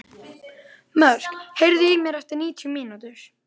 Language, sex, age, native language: Icelandic, female, 12, Icelandic